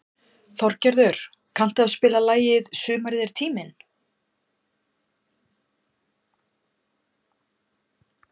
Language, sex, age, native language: Icelandic, female, 50-59, Icelandic